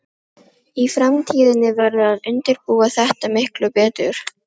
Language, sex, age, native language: Icelandic, female, 12, Filipino